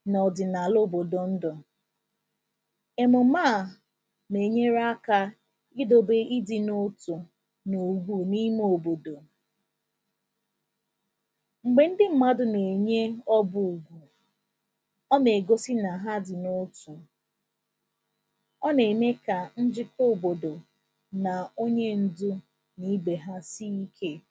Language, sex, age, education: Igbo, female, 15-29, tertiary